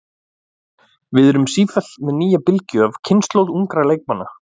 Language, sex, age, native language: Icelandic, male, 40-49, Icelandic